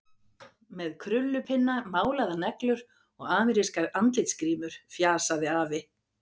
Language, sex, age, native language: Icelandic, female, 50-59, Icelandic